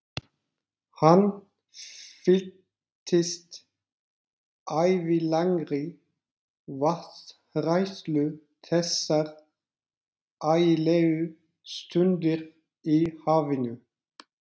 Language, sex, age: Icelandic, male, 40-49